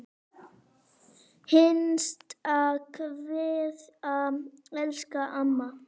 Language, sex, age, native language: Icelandic, female, 9, Icelandic